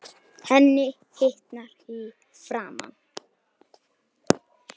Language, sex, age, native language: Icelandic, male, 9, Icelandic